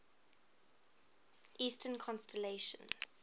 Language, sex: English, female